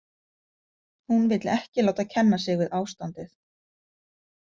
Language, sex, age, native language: Icelandic, female, 50-59, Icelandic